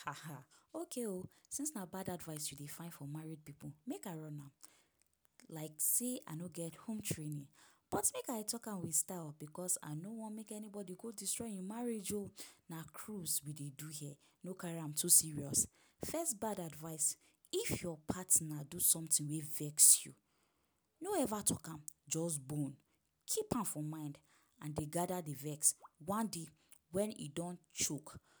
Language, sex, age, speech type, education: Nigerian Pidgin, female, 15-29, spontaneous, tertiary